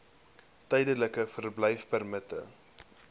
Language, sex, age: Afrikaans, male, 21